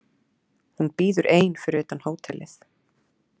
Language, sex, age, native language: Icelandic, female, 30-39, Icelandic